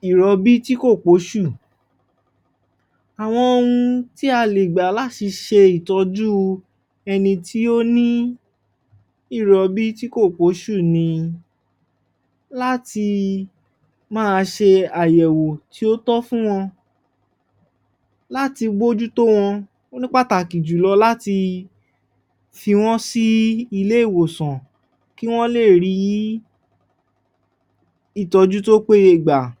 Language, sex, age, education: Yoruba, male, 15-29, tertiary